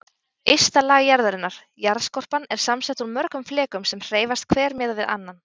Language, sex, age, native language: Icelandic, female, 20-29, Icelandic